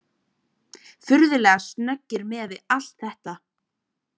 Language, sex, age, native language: Icelandic, female, 18-19, Icelandic